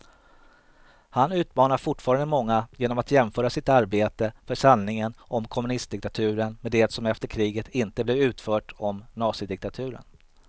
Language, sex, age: Swedish, male, 38